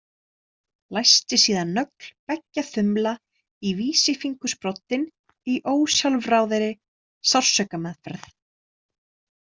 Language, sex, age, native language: Icelandic, female, 30-39, Icelandic